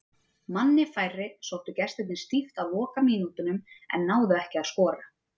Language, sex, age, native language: Icelandic, female, 30-39, Icelandic